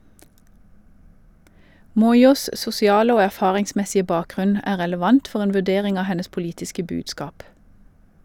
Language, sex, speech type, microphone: Norwegian, female, read, Shure